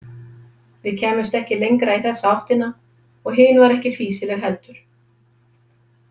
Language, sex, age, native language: Icelandic, female, 50-59, Icelandic